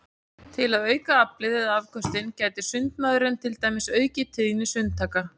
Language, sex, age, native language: Icelandic, female, 40-49, Icelandic